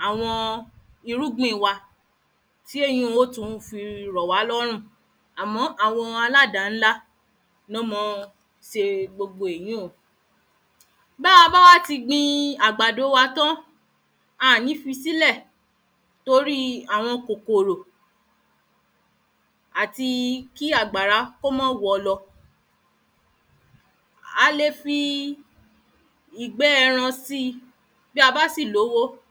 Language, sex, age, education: Yoruba, female, 30-45, tertiary